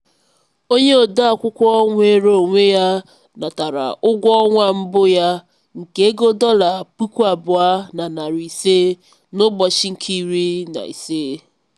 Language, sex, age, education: Igbo, female, 15-29, tertiary